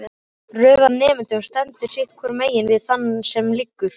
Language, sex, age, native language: Icelandic, male, 12, Icelandic